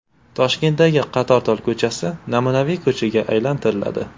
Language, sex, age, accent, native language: Uzbek, male, 18-24, Toshkent shahri, Uzbek